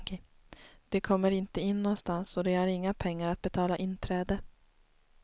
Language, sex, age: Swedish, female, 19